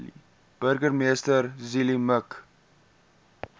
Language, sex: Afrikaans, male